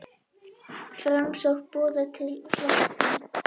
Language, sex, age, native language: Icelandic, female, 21, Icelandic